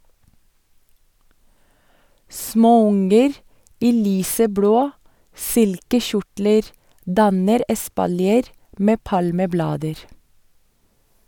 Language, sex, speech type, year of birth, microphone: Norwegian, female, read, 1984, Sennheiser